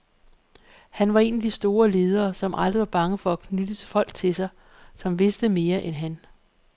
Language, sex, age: Danish, female, 48